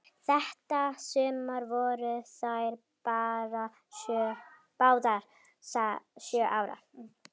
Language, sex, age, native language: Icelandic, female, 12, Icelandic